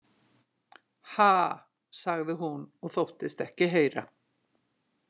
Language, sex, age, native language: Icelandic, female, 60-69, Icelandic